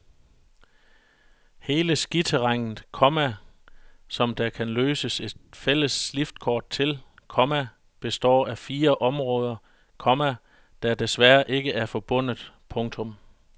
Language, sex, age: Danish, male, 41